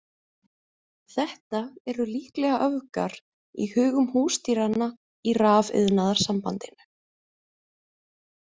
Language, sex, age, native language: Icelandic, female, 20-29, Icelandic